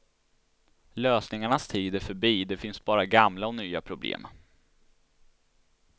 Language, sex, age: Swedish, male, 16